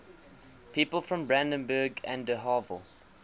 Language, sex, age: English, male, 20